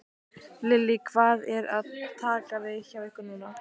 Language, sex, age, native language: Icelandic, female, 15, Icelandic